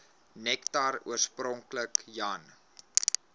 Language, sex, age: Afrikaans, male, 21